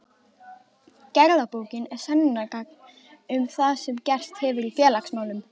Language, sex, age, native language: Icelandic, female, 12, Icelandic